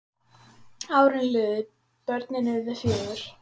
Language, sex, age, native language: Icelandic, female, 10, Icelandic